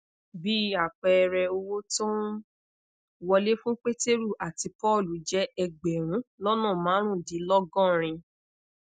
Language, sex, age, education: Yoruba, female, 15-29, tertiary